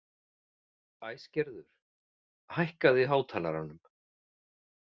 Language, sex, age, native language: Icelandic, male, 40-49, Icelandic